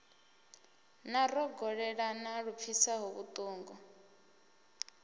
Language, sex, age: Venda, female, 24